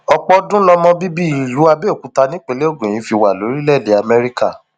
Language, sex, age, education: Yoruba, male, 15-29, tertiary